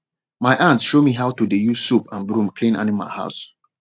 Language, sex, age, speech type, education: Nigerian Pidgin, male, 30-45, spontaneous, tertiary